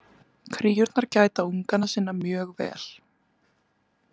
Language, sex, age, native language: Icelandic, female, 20-29, Icelandic